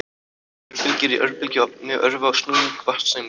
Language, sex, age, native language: Icelandic, other, 18-19, Icelandic